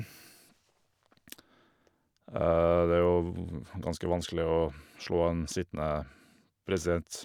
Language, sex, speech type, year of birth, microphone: Norwegian, male, spontaneous, 1978, Shure